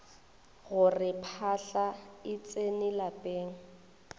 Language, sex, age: Northern Sotho, female, 21